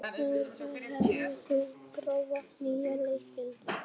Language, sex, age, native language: Icelandic, male, 11, Icelandic